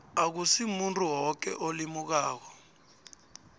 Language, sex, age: South Ndebele, male, 29